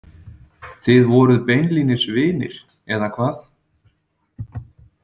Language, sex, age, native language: Icelandic, male, 30-39, Icelandic